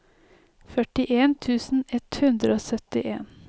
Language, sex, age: Norwegian, female, 30